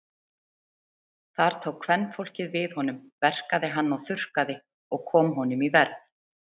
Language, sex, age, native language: Icelandic, female, 30-39, Icelandic